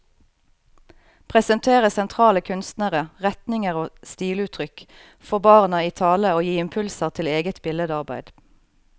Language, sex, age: Norwegian, female, 38